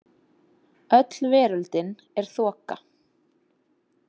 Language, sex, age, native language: Icelandic, female, 30-39, Icelandic